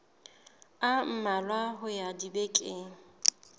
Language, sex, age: Southern Sotho, female, 19